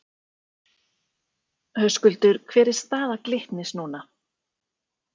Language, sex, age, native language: Icelandic, female, 40-49, Icelandic